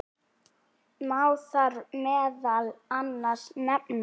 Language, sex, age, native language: Icelandic, female, 8, Icelandic